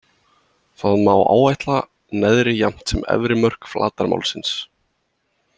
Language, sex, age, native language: Icelandic, male, 20-29, Icelandic